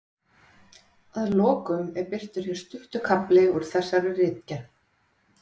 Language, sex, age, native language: Icelandic, female, 30-39, Icelandic